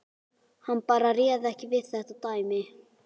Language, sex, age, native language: Icelandic, female, 12, Icelandic